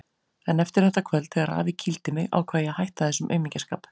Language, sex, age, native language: Icelandic, female, 40-49, Icelandic